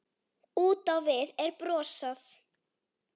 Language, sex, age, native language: Icelandic, female, 9, Icelandic